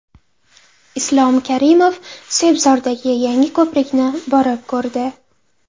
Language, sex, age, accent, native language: Uzbek, female, 12-17, Andijon, Uzbek